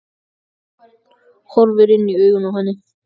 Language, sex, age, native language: Icelandic, male, 14, Icelandic